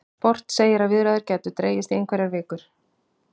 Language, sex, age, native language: Icelandic, female, 50-59, Icelandic